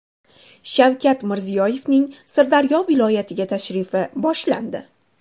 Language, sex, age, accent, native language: Uzbek, female, 25-34, Andijon, Uzbek